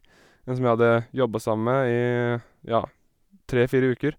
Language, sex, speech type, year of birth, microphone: Norwegian, male, spontaneous, 1987, Sennheiser